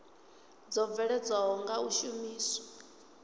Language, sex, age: Venda, female, 18